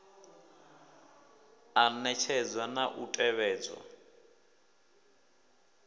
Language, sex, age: Venda, male, 24